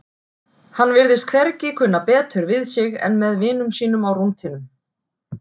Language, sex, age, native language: Icelandic, female, 40-49, Icelandic